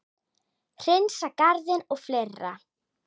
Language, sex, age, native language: Icelandic, female, 10, Icelandic